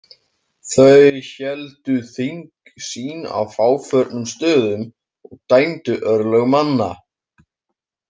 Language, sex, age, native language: Icelandic, male, 18-19, Icelandic